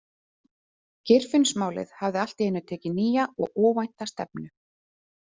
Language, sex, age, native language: Icelandic, female, 30-39, Icelandic